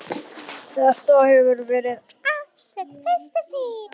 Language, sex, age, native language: Icelandic, female, 11, Icelandic